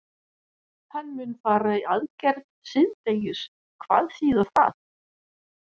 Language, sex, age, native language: Icelandic, female, 60-69, Danish